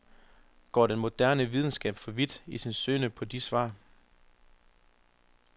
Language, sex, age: Danish, male, 25